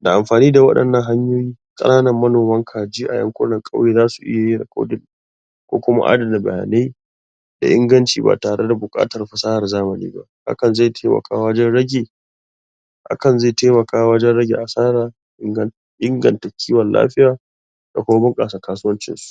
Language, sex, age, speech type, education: Hausa, male, 46-60, spontaneous, tertiary